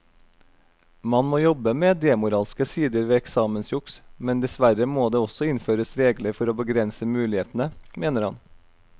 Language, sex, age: Norwegian, male, 32